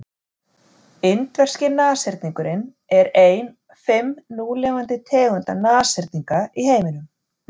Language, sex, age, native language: Icelandic, female, 40-49, Icelandic